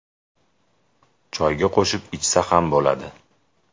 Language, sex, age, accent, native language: Uzbek, male, 18-24, Jizzax, Uzbek